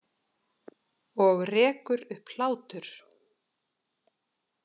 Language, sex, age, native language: Icelandic, female, 40-49, Icelandic